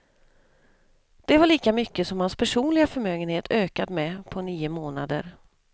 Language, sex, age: Swedish, female, 32